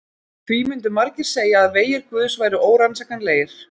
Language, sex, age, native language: Icelandic, female, 30-39, Icelandic